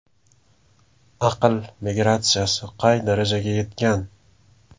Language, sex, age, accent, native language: Uzbek, male, 18-24, Samarqand, Uzbek